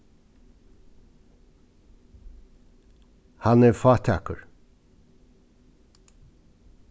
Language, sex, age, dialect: Faroese, male, 36-60, Suðurstreymoy